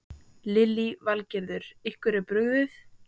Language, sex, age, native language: Icelandic, female, 18-19, Icelandic